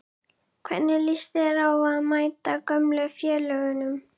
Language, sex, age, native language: Icelandic, female, 11, Icelandic